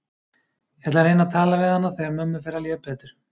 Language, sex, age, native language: Icelandic, male, 30-39, Icelandic